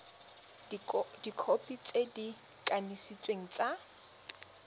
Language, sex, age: Tswana, female, 21